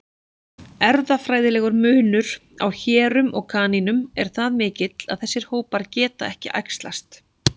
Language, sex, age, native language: Icelandic, female, 40-49, Icelandic